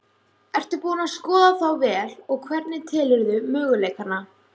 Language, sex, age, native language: Icelandic, female, 16, Icelandic